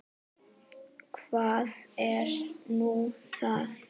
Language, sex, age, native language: Icelandic, female, 7, Icelandic